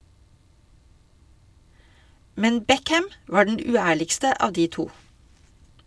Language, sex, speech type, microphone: Norwegian, female, read, Shure